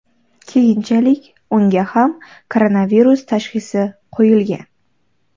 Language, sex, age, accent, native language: Uzbek, female, 12-17, Qoraqalpog'iston, Uzbek